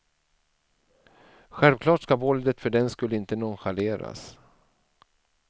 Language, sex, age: Swedish, male, 47